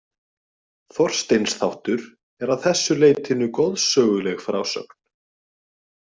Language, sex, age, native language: Icelandic, male, 20-29, Icelandic